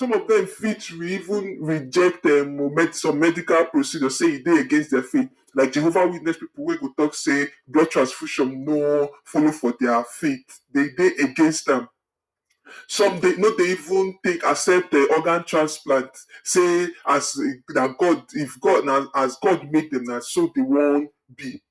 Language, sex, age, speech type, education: Nigerian Pidgin, male, 46-60, spontaneous, tertiary